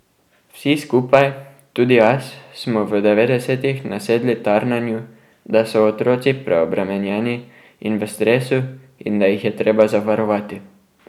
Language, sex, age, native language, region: Slovenian, male, 12-17, Slovenian, Drava region